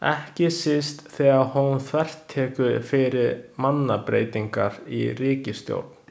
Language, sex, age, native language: Icelandic, male, 20-29, Chinese